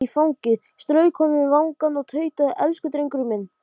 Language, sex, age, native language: Icelandic, male, 12, Icelandic